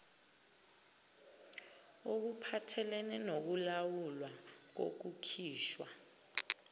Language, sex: Zulu, female